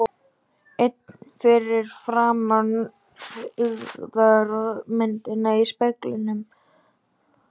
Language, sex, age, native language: Icelandic, male, 12, Icelandic